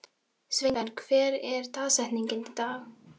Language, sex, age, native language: Icelandic, female, 13, Filipino